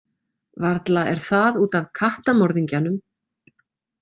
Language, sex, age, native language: Icelandic, female, 40-49, Icelandic